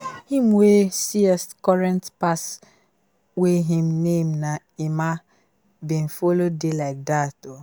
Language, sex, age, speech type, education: Nigerian Pidgin, female, 15-29, spontaneous, secondary